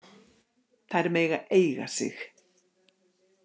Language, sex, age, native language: Icelandic, female, 60-69, Icelandic